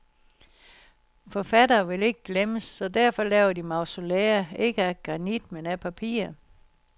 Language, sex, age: Danish, female, 60